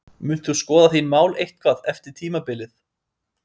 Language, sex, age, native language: Icelandic, male, 30-39, Icelandic